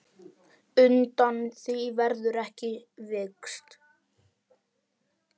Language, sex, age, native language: Icelandic, male, 10, Icelandic